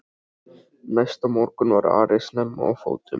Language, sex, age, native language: Icelandic, male, 13, Icelandic